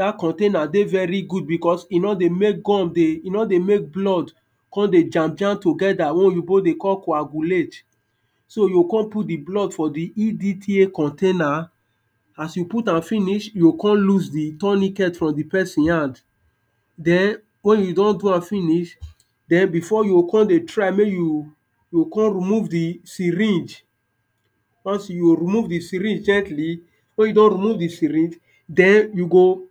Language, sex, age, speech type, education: Nigerian Pidgin, male, 30-45, spontaneous, tertiary